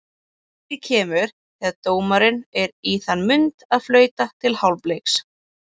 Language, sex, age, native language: Icelandic, female, 20-29, Icelandic